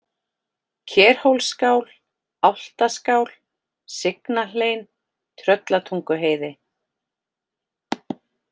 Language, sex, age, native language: Icelandic, female, 40-49, Icelandic